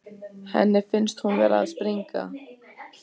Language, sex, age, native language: Icelandic, female, 14, Icelandic